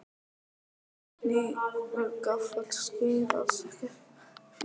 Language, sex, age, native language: Icelandic, male, 11, Icelandic